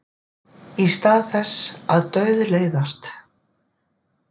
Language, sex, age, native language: Icelandic, female, 50-59, Icelandic